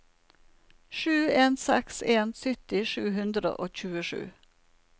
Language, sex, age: Norwegian, female, 47